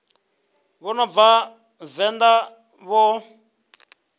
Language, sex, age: Venda, male, 23